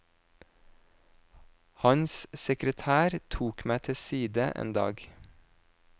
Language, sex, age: Norwegian, male, 26